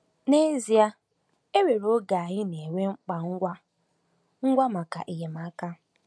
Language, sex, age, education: Igbo, female, 15-29, tertiary